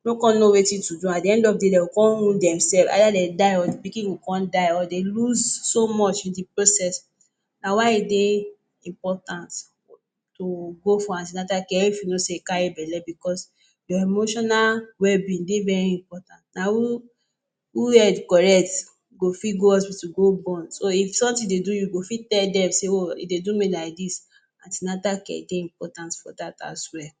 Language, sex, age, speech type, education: Nigerian Pidgin, female, 30-45, spontaneous, tertiary